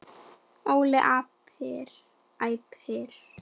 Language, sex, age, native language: Icelandic, female, 10, Icelandic